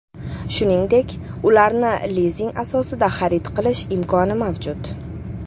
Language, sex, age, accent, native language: Uzbek, female, 19-29, Toshkent shahri, Uzbek